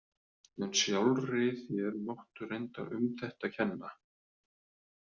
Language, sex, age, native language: Icelandic, male, 30-39, Icelandic